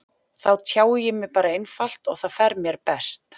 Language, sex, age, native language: Icelandic, female, 40-49, Icelandic